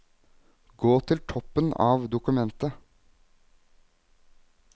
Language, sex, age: Norwegian, male, 21